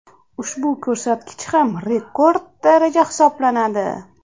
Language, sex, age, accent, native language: Uzbek, female, 25-34, Andijon, Uzbek